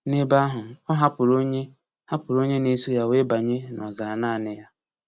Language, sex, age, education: Igbo, male, 15-29, tertiary